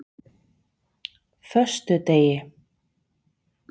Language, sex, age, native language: Icelandic, female, 40-49, Icelandic